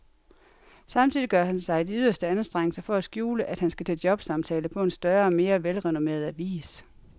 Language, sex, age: Danish, female, 42